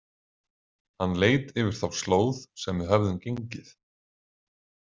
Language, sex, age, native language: Icelandic, male, 40-49, Icelandic